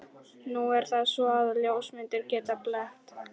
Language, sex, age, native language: Icelandic, male, 12, Polish